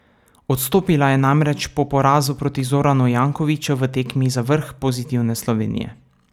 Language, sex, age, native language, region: Slovenian, male, 18-29, Slovenian, Savinja region